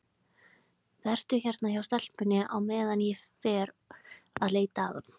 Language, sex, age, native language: Icelandic, female, 20-29, Icelandic